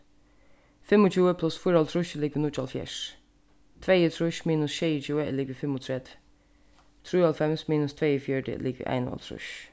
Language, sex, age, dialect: Faroese, female, 15-35, Suðurstreymoy